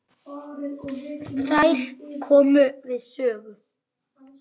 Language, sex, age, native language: Icelandic, male, 8, Icelandic